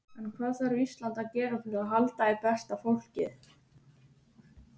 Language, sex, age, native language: Icelandic, female, 50-59, Icelandic